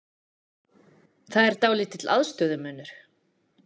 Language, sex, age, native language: Icelandic, female, 40-49, Icelandic